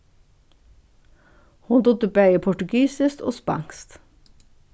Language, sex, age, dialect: Faroese, female, 61+, Suðurstreymoy